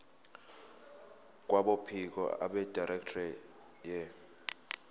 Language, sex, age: Zulu, male, 19